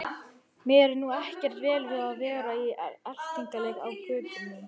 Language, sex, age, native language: Icelandic, male, 18-19, Icelandic